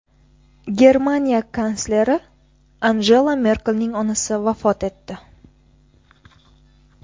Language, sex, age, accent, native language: Uzbek, female, 18-24, Buxoro, Uzbek